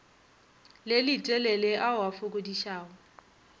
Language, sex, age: Northern Sotho, female, 30